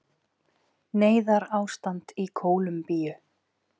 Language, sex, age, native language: Icelandic, female, 40-49, Icelandic